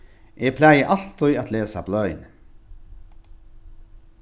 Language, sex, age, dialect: Faroese, male, 36-60, Norðurstreymoy/Eysturoy